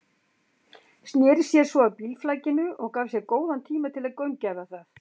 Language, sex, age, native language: Icelandic, female, 60-69, Icelandic